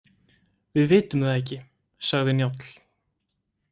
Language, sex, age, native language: Icelandic, male, 18-19, Icelandic